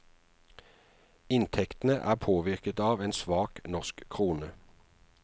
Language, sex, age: Norwegian, male, 49